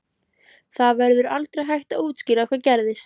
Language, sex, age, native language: Icelandic, female, 13, Icelandic